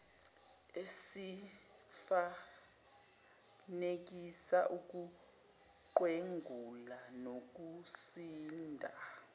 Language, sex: Zulu, female